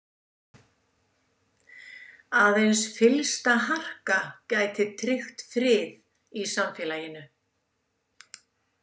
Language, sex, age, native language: Icelandic, female, 70-79, Icelandic